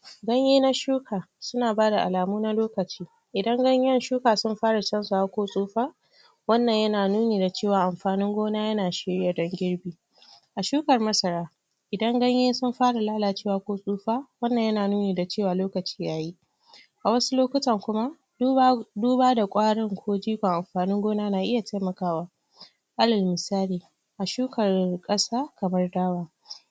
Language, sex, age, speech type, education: Hausa, female, 60+, spontaneous, tertiary